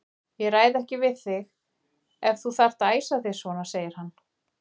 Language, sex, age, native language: Icelandic, female, 40-49, Icelandic